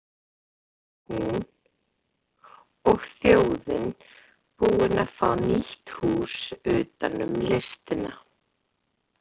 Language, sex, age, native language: Icelandic, female, 30-39, Icelandic